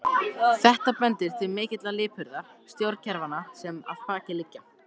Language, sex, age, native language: Icelandic, male, 14, Icelandic